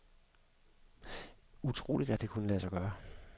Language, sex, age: Danish, male, 52